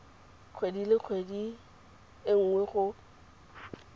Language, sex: Tswana, female